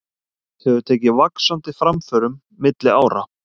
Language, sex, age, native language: Icelandic, male, 30-39, Icelandic